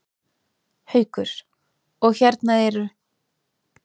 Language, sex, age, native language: Icelandic, female, 30-39, Icelandic